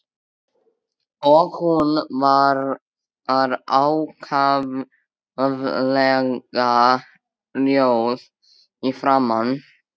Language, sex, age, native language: Icelandic, male, 13, Icelandic